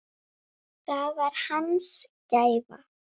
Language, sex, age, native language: Icelandic, female, 9, Icelandic